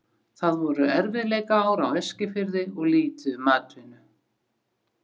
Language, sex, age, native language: Icelandic, female, 60-69, Icelandic